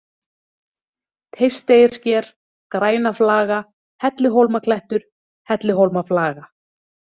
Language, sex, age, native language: Icelandic, female, 30-39, Icelandic